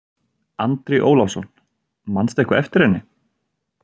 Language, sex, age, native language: Icelandic, male, 30-39, Icelandic